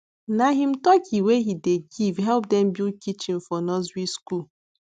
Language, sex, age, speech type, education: Nigerian Pidgin, female, 15-29, spontaneous, tertiary